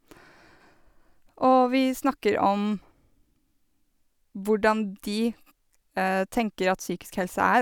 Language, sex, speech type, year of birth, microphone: Norwegian, female, spontaneous, 1986, Sennheiser